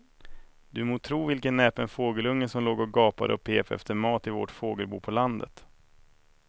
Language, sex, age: Swedish, male, 31